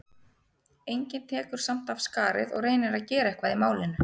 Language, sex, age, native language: Icelandic, female, 30-39, Icelandic